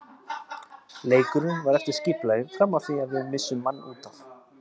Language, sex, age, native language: Icelandic, male, 30-39, Icelandic